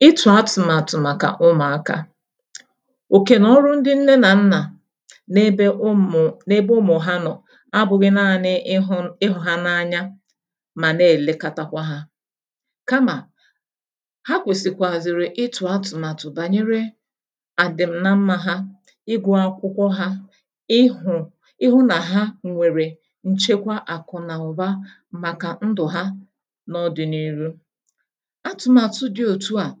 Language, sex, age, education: Igbo, female, 30-45, tertiary